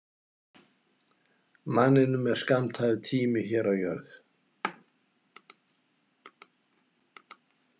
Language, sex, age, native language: Icelandic, male, 70-79, Icelandic